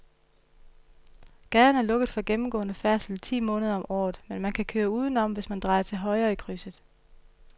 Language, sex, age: Danish, female, 31